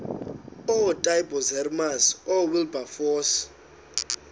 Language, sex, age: Xhosa, male, 19